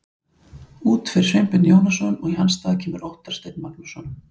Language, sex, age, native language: Icelandic, female, 40-49, Icelandic